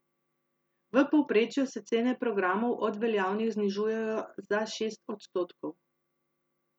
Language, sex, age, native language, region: Slovenian, female, 30-49, Slovenian, Central Slovenia